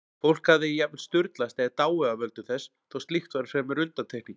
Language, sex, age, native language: Icelandic, male, 40-49, Icelandic